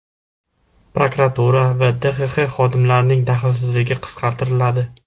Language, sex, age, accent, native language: Uzbek, male, 18-24, Jizzax, Uzbek